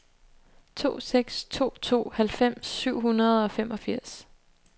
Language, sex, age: Danish, female, 29